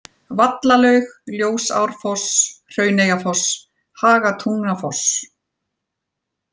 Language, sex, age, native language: Icelandic, female, 40-49, Icelandic